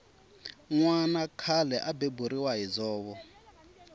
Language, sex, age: Tsonga, male, 24